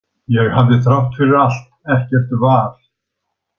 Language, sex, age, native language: Icelandic, male, 60-69, Icelandic